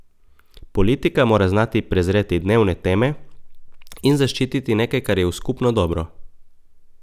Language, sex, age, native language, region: Slovenian, male, 18-29, Slovenian, Coastal Karst region